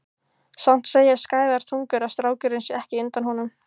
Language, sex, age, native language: Icelandic, female, 15, Icelandic